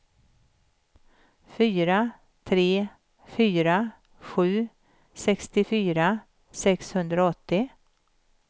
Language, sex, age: Swedish, female, 51